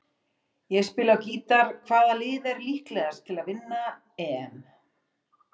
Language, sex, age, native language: Icelandic, female, 40-49, Icelandic